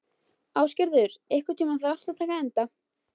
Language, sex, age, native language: Icelandic, female, 12, Icelandic